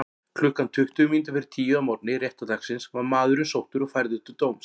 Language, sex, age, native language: Icelandic, male, 40-49, Icelandic